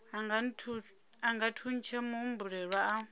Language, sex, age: Venda, female, 26